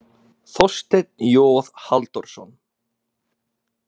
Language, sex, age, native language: Icelandic, male, 20-29, Icelandic